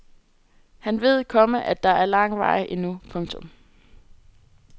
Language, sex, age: Danish, female, 18